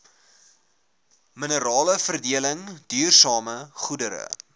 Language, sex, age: Afrikaans, male, 21